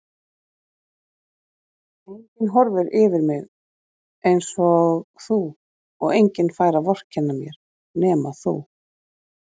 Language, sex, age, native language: Icelandic, female, 40-49, Icelandic